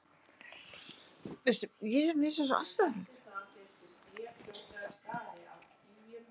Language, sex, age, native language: Icelandic, female, 50-59, Icelandic